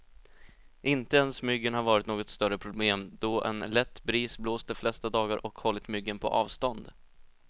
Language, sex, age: Swedish, male, 20